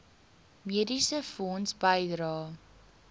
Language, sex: Afrikaans, female